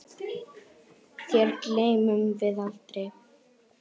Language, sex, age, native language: Icelandic, female, 10, Icelandic